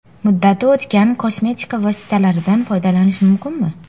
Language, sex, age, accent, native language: Uzbek, female, 18-24, Sirdaryo, Uzbek